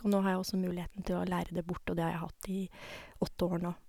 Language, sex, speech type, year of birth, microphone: Norwegian, female, spontaneous, 1970, Sennheiser